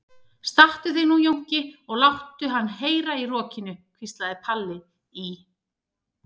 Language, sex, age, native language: Icelandic, female, 30-39, Icelandic